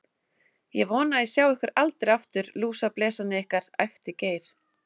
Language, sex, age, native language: Icelandic, female, 30-39, Icelandic